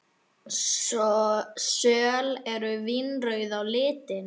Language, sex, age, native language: Icelandic, male, 9, Icelandic